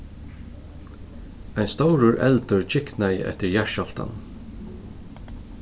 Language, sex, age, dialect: Faroese, male, 36-60, Suðurstreymoy